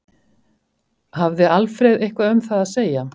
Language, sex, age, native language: Icelandic, female, 50-59, Icelandic